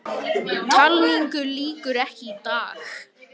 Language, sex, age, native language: Icelandic, male, 18-19, Icelandic